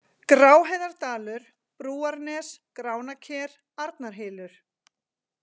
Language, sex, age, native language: Icelandic, female, 40-49, Icelandic